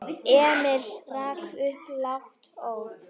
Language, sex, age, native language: Icelandic, female, 9, Icelandic